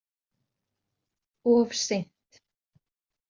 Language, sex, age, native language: Icelandic, female, 40-49, Icelandic